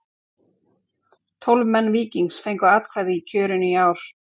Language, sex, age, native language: Icelandic, female, 40-49, Icelandic